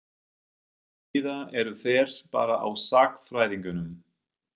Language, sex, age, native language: Icelandic, male, 50-59, German